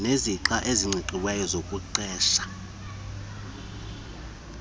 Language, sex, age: Xhosa, male, 33